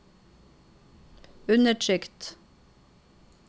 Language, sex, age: Norwegian, female, 45